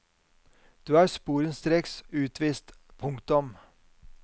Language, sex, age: Norwegian, male, 50